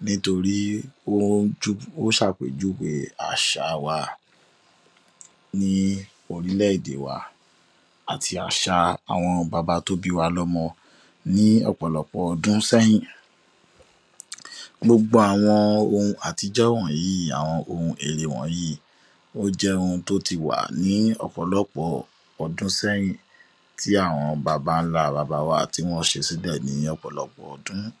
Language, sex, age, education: Yoruba, male, 15-29, tertiary